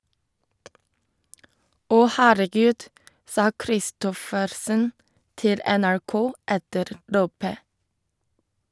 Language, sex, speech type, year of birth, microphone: Norwegian, female, read, 1989, Shure